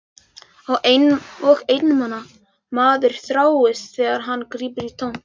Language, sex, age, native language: Icelandic, male, 11, Icelandic